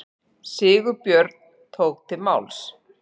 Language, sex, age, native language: Icelandic, female, 40-49, Icelandic